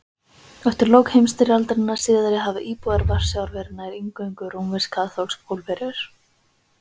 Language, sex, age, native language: Icelandic, female, 20-29, Icelandic